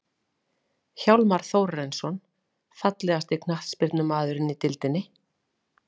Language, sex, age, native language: Icelandic, female, 40-49, Icelandic